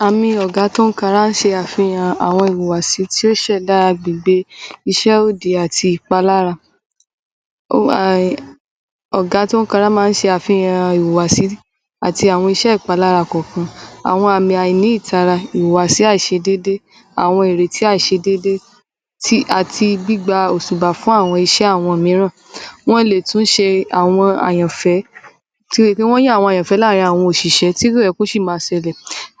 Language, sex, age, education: Yoruba, male, 15-29, tertiary